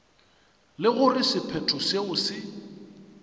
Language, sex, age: Northern Sotho, male, 35